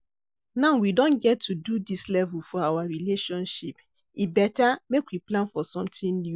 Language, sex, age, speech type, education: Nigerian Pidgin, female, 30-45, read, secondary